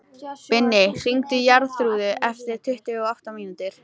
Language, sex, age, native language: Icelandic, female, 18-19, Icelandic